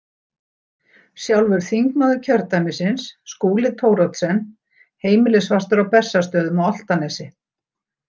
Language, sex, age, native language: Icelandic, female, 60-69, Icelandic